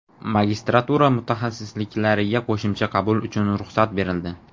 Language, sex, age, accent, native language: Uzbek, male, 19-29, Namangan, Uzbek